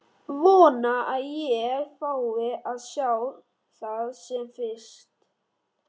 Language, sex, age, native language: Icelandic, male, 13, Icelandic